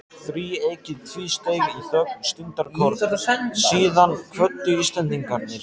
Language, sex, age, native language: Icelandic, male, 14, Icelandic